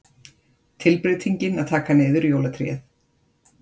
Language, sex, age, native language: Icelandic, female, 50-59, Icelandic